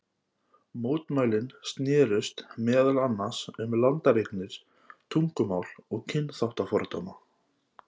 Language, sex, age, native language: Icelandic, male, 30-39, Icelandic